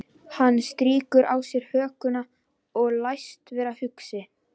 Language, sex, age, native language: Icelandic, female, 11, Icelandic